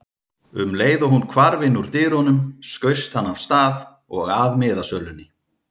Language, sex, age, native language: Icelandic, male, 30-39, Icelandic